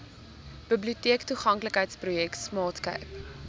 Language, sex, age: Afrikaans, female, 19